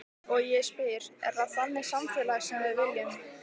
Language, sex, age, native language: Icelandic, female, 15, Icelandic